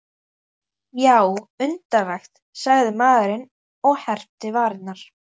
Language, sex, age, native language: Icelandic, female, 11, Icelandic